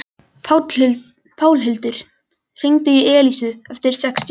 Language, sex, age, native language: Icelandic, male, 11, Icelandic